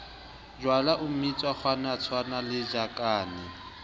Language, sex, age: Southern Sotho, male, 20